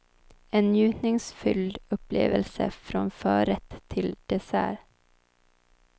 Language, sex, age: Swedish, female, 23